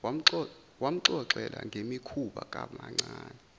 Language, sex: Zulu, male